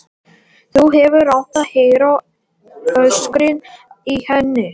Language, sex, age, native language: Icelandic, male, 18-19, Latvian